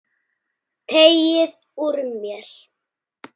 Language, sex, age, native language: Icelandic, male, 9, Icelandic